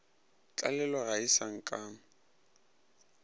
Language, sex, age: Northern Sotho, male, 22